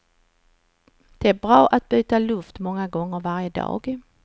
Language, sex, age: Swedish, female, 49